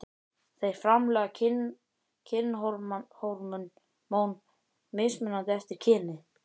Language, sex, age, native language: Icelandic, male, 11, Icelandic